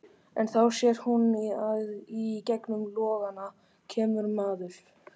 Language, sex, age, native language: Icelandic, male, 13, Icelandic